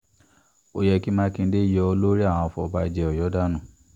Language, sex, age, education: Yoruba, male, 15-29, tertiary